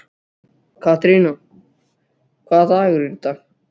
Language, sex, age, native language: Icelandic, other, 12, Icelandic